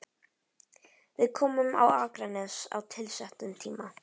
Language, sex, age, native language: Icelandic, female, 11, Icelandic